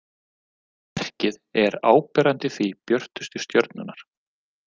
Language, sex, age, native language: Icelandic, male, 40-49, Icelandic